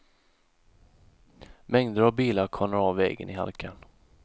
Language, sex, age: Swedish, male, 31